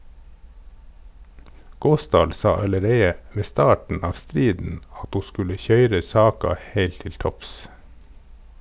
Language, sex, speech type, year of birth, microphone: Norwegian, male, read, 1969, Sennheiser